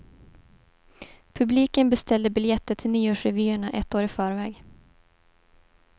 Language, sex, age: Swedish, female, 18